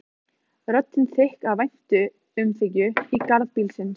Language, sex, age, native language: Icelandic, female, 15, Icelandic